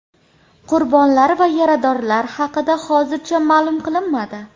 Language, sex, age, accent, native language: Uzbek, female, 18-24, Andijon, Uzbek